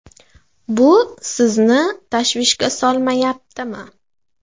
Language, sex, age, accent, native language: Uzbek, female, 18-24, Farg'ona, Uzbek